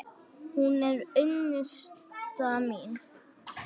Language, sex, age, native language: Icelandic, male, 8, Icelandic